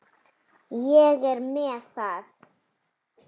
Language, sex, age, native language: Icelandic, female, 7, Icelandic